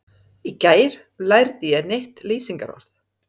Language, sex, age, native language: Icelandic, female, 30-39, Serbo-Croatian